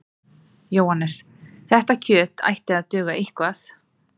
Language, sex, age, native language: Icelandic, female, 30-39, Icelandic